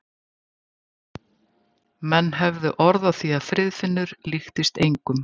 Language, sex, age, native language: Icelandic, female, 50-59, Icelandic